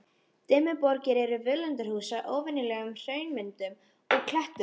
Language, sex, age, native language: Icelandic, female, 13, Icelandic